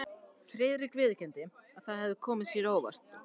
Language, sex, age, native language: Icelandic, male, 14, Icelandic